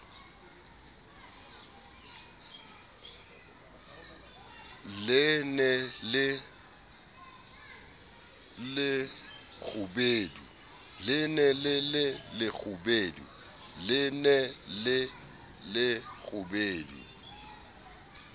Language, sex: Southern Sotho, male